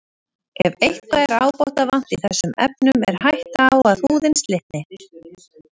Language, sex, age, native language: Icelandic, female, 30-39, Icelandic